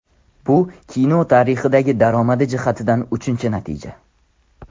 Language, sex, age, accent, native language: Uzbek, male, under 19, Andijon, Tajik